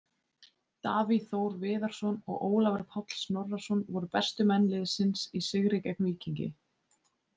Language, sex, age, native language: Icelandic, female, 20-29, Icelandic